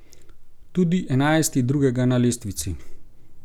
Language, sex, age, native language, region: Slovenian, male, 30-49, Slovenian, Gorenjska region